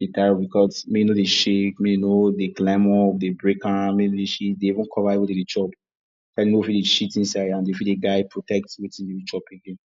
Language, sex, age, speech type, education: Nigerian Pidgin, male, 46-60, spontaneous, tertiary